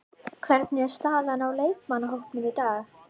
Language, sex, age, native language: Icelandic, female, 11, Icelandic